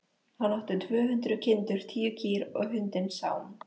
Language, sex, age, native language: Icelandic, female, 13, Icelandic